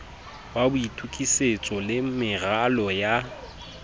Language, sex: Southern Sotho, male